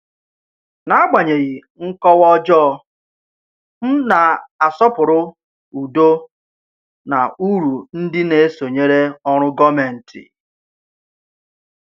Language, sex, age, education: Igbo, male, 30-45, tertiary